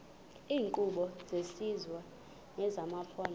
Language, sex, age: Xhosa, female, 26